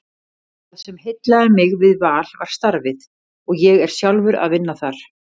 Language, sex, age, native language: Icelandic, female, 50-59, Icelandic